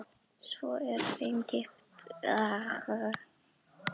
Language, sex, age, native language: Icelandic, female, 12, Icelandic